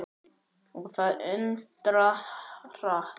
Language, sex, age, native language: Icelandic, male, 9, Icelandic